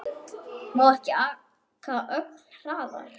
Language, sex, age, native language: Icelandic, male, 9, Icelandic